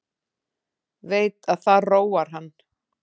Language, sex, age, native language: Icelandic, female, 10, Icelandic